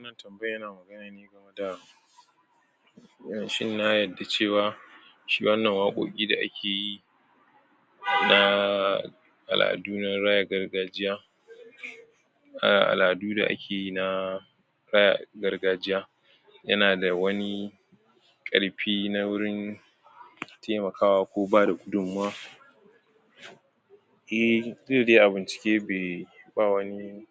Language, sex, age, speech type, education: Hausa, male, 46-60, spontaneous, tertiary